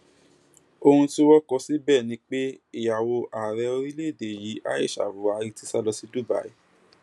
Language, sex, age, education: Yoruba, male, 15-29, tertiary